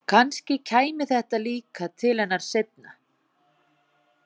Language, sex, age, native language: Icelandic, female, 40-49, Icelandic